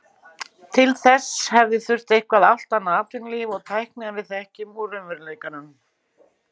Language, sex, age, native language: Icelandic, female, 60-69, Icelandic